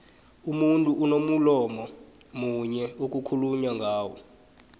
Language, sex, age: South Ndebele, male, 23